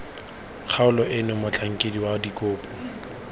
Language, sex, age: Tswana, male, 21